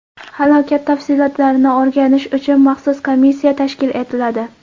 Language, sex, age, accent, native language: Uzbek, female, 18-24, Qoraqalpog'iston, Karakalpak